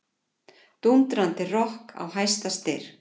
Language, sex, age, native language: Icelandic, female, 40-49, Icelandic